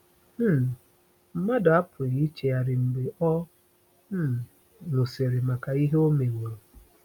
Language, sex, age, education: Igbo, female, 30-45, tertiary